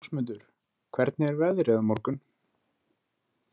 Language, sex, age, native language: Icelandic, male, 20-29, Icelandic